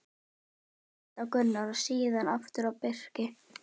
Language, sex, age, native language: Icelandic, female, 12, Icelandic